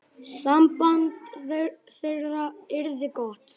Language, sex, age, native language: Icelandic, male, 9, Icelandic